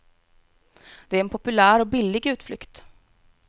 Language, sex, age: Swedish, female, 18